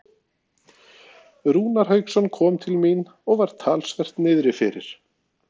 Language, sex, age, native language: Icelandic, male, 40-49, Norwegian